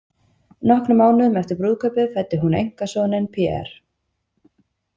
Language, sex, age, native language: Icelandic, female, 20-29, Icelandic